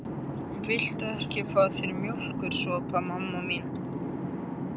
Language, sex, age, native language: Icelandic, male, 13, Icelandic